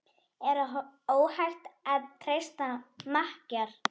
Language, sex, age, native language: Icelandic, female, 10, Icelandic